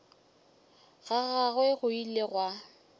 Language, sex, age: Northern Sotho, female, 23